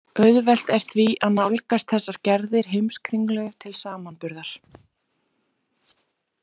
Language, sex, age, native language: Icelandic, female, 20-29, Icelandic